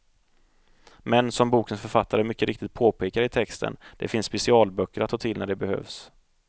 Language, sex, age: Swedish, male, 30